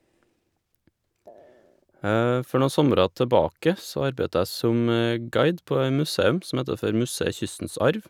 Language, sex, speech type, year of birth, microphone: Norwegian, male, spontaneous, 1987, Shure